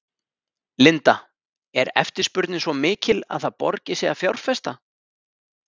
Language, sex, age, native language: Icelandic, male, 30-39, Icelandic